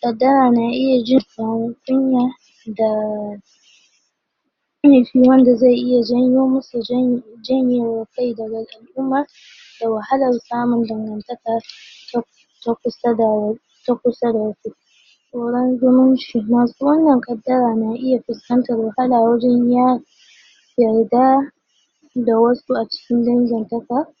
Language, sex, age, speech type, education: Hausa, female, 15-29, spontaneous, tertiary